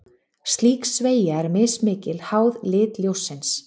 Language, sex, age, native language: Icelandic, female, 30-39, Icelandic